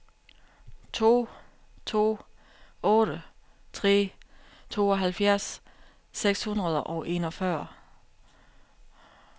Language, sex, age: Danish, female, 32